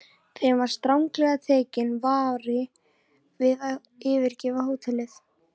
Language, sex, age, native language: Icelandic, female, 14, Icelandic